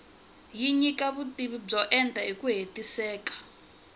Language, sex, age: Tsonga, female, 20